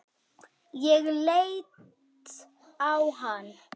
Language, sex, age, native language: Icelandic, female, 9, Icelandic